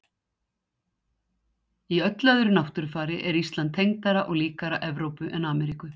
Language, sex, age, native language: Icelandic, female, 60-69, Icelandic